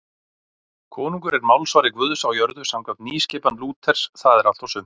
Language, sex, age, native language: Icelandic, male, 40-49, Icelandic